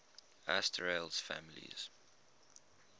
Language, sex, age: English, male, 21